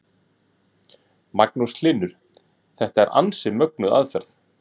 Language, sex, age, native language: Icelandic, male, 30-39, Icelandic